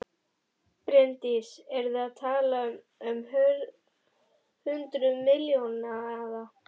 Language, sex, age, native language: Icelandic, female, 11, Icelandic